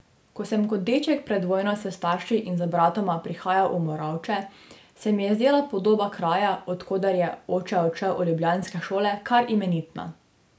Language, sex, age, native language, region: Slovenian, female, 18-29, Slovenian, Drava region